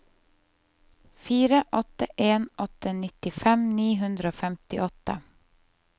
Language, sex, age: Norwegian, female, 30